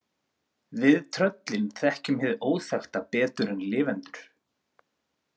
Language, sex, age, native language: Icelandic, male, 30-39, Icelandic